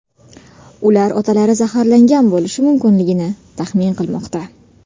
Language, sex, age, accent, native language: Uzbek, female, 18-24, Sirdaryo, Uzbek